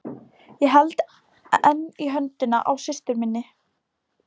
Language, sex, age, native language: Icelandic, female, 18-19, Polish